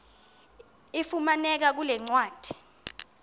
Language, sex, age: Xhosa, female, 22